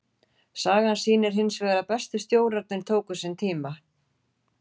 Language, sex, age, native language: Icelandic, female, 40-49, Icelandic